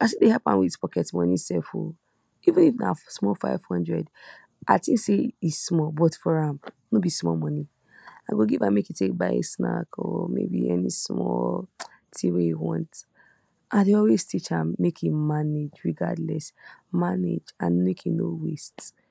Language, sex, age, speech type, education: Nigerian Pidgin, female, 46-60, spontaneous, tertiary